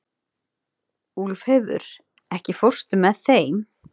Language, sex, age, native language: Icelandic, female, 30-39, Icelandic